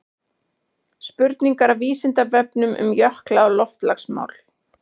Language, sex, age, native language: Icelandic, female, 40-49, Icelandic